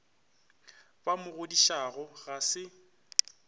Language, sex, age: Northern Sotho, male, 25